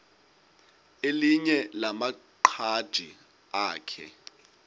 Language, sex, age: Xhosa, male, 20